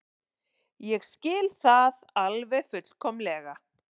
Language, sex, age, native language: Icelandic, female, 40-49, Icelandic